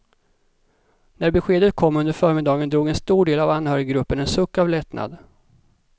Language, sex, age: Swedish, male, 37